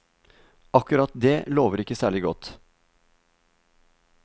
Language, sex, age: Norwegian, male, 50